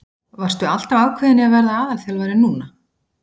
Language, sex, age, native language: Icelandic, female, 40-49, Icelandic